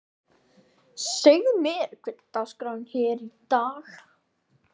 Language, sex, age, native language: Icelandic, male, 13, Icelandic